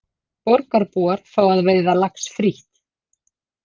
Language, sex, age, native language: Icelandic, female, 50-59, Icelandic